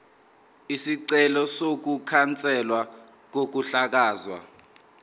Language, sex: Zulu, male